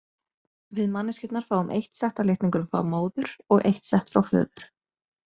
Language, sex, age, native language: Icelandic, female, 20-29, Icelandic